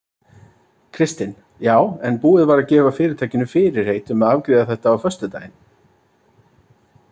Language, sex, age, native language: Icelandic, male, 30-39, Icelandic